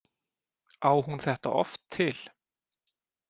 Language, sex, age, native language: Icelandic, male, 40-49, Icelandic